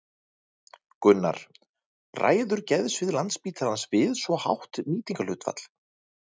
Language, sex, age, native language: Icelandic, male, 30-39, Icelandic